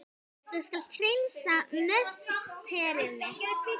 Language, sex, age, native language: Icelandic, female, 10, Icelandic